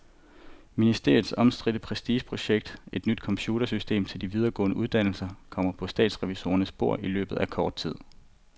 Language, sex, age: Danish, male, 25